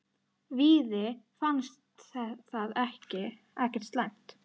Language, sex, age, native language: Icelandic, male, 8, Icelandic